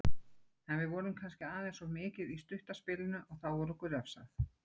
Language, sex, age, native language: Icelandic, female, 40-49, Icelandic